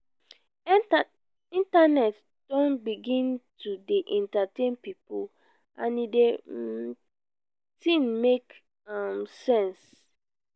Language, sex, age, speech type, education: Nigerian Pidgin, female, 15-29, spontaneous, tertiary